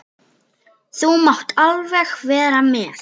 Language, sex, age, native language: Icelandic, female, 7, Icelandic